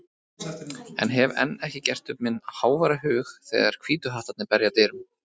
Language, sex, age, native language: Icelandic, male, 30-39, Icelandic